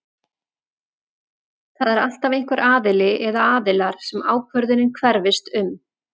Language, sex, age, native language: Icelandic, female, 40-49, Icelandic